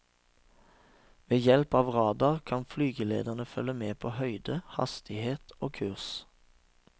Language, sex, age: Norwegian, male, 36